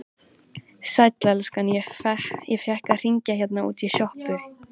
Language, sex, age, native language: Icelandic, female, 13, Icelandic